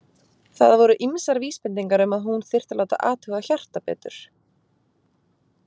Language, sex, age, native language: Icelandic, female, 20-29, Icelandic